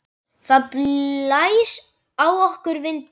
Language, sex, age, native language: Icelandic, male, 10, Icelandic